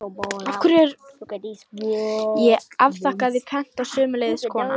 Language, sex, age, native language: Icelandic, female, 18-19, Lithuanian